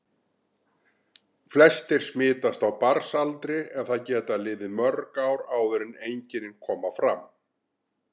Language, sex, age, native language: Icelandic, male, 60-69, Icelandic